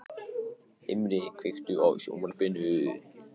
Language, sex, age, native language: Icelandic, male, 15, Icelandic